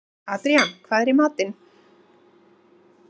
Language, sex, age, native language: Icelandic, female, 30-39, Icelandic